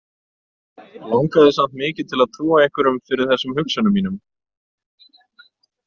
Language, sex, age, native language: Icelandic, male, 30-39, Icelandic